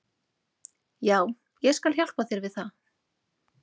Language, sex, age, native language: Icelandic, female, 30-39, Icelandic